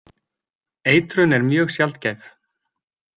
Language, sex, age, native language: Icelandic, male, 20-29, Icelandic